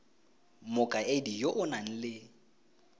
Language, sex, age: Tswana, male, 20